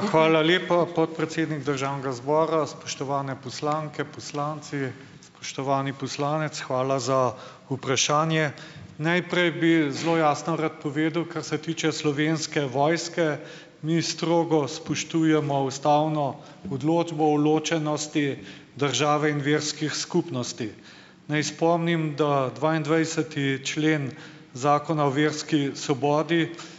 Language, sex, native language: Slovenian, male, Slovenian